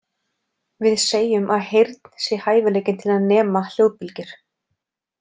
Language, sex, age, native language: Icelandic, female, 40-49, Icelandic